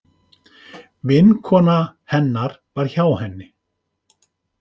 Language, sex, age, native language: Icelandic, male, 50-59, Icelandic